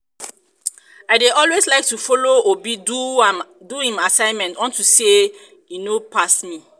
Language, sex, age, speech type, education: Nigerian Pidgin, female, 30-45, spontaneous, tertiary